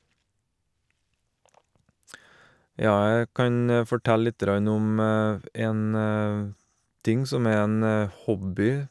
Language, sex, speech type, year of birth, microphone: Norwegian, male, spontaneous, 1970, Shure